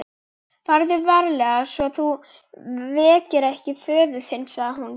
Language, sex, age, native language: Icelandic, female, 11, Icelandic